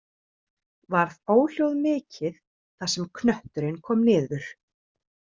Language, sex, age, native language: Icelandic, female, 30-39, Icelandic